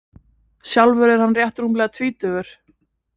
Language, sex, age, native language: Icelandic, female, 20-29, Icelandic